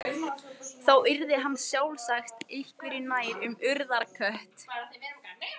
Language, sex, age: Icelandic, female, 18-19